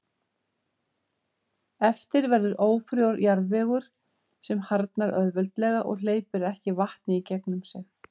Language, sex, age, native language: Icelandic, female, 50-59, Icelandic